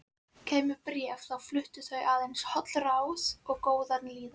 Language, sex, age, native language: Icelandic, female, 11, Icelandic